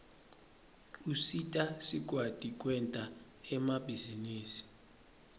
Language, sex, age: Swati, male, 23